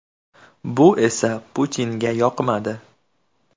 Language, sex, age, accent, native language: Uzbek, male, 25-34, Andijon, Uzbek